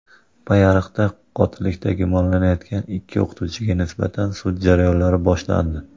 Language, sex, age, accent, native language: Uzbek, male, 25-34, Andijon, Uzbek